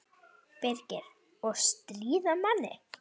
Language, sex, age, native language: Icelandic, female, 9, Icelandic